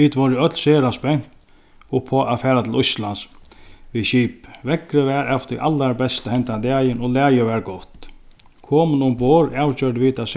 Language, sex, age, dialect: Faroese, male, 36-60, Sandoy